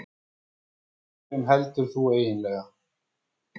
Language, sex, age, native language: Icelandic, male, 40-49, Icelandic